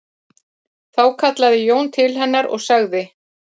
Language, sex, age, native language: Icelandic, female, 50-59, Icelandic